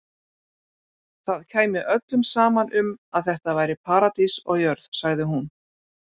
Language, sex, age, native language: Icelandic, female, 40-49, Icelandic